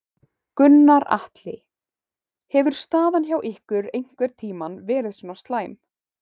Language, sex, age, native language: Icelandic, female, 18-19, Icelandic